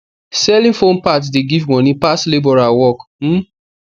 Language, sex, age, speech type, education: Nigerian Pidgin, male, 15-29, spontaneous, tertiary